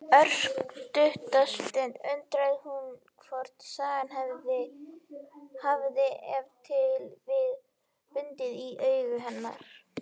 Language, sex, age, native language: Icelandic, female, 18-19, Icelandic